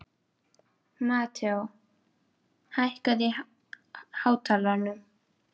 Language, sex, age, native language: Icelandic, female, 12, Icelandic